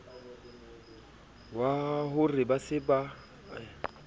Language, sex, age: Southern Sotho, male, 27